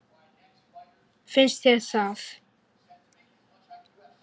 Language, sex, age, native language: Icelandic, male, 9, Icelandic